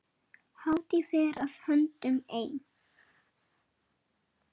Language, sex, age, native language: Icelandic, male, 8, Icelandic